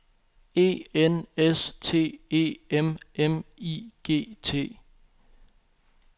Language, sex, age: Danish, male, 25